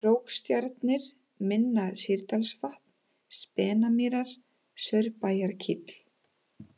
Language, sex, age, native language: Icelandic, female, 30-39, Icelandic